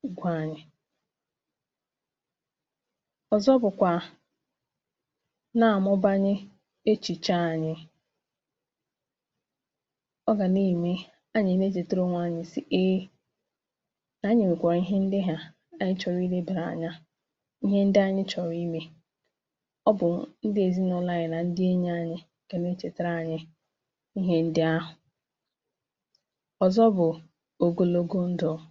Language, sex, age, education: Igbo, female, 15-29, tertiary